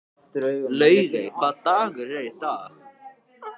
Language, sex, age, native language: Icelandic, male, 14, Icelandic